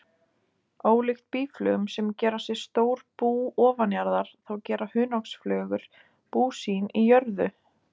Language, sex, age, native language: Icelandic, female, 20-29, Icelandic